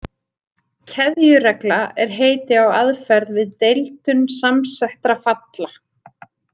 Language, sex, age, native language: Icelandic, female, 30-39, Icelandic